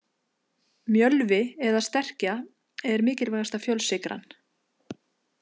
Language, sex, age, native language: Icelandic, female, 50-59, Icelandic